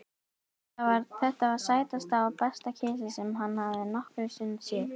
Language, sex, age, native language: Icelandic, female, 18-19, Icelandic